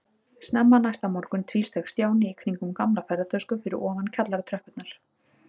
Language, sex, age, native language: Icelandic, female, 30-39, Icelandic